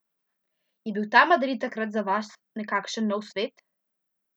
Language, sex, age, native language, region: Slovenian, female, 12-17, Slovenian, Central Slovenia